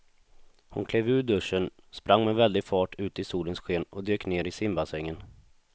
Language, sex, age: Swedish, male, 26